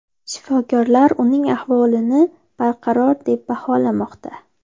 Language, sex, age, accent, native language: Uzbek, female, 12-17, Andijon, Uzbek